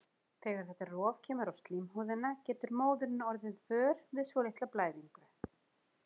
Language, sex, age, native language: Icelandic, female, 40-49, Icelandic